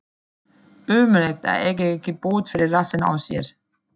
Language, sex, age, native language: Icelandic, female, 40-49, German